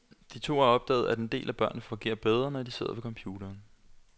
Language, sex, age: Danish, male, 21